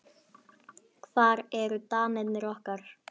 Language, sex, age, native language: Icelandic, female, 10, Icelandic